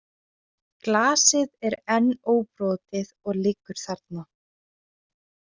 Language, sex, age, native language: Icelandic, female, 20-29, Icelandic